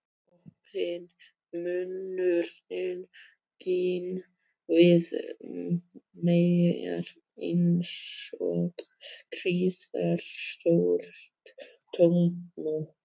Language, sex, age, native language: Icelandic, male, 12, Icelandic